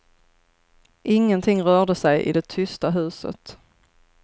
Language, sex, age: Swedish, female, 33